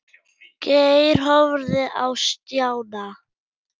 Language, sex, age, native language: Icelandic, male, 8, German